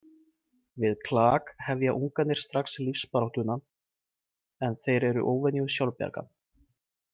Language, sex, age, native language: Icelandic, male, 20-29, Icelandic